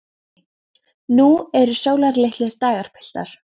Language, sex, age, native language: Icelandic, female, 14, Icelandic